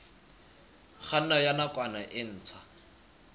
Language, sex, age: Southern Sotho, male, 23